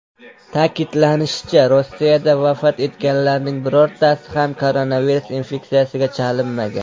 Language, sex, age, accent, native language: Uzbek, male, under 19, Qashqadaryo, Uzbek